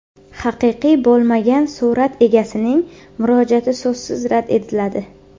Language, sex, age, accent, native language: Uzbek, female, under 19, Qashqadaryo, Uzbek